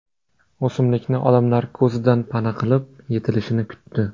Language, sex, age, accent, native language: Uzbek, male, 25-34, Namangan, Uzbek